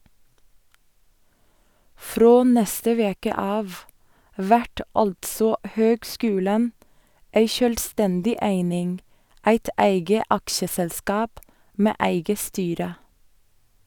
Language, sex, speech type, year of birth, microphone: Norwegian, female, read, 1984, Sennheiser